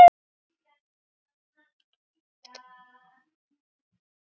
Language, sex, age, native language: Icelandic, female, 9, Icelandic